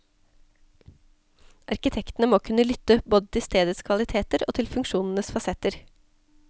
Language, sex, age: Norwegian, female, 34